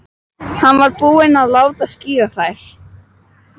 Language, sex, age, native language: Icelandic, female, 12, Icelandic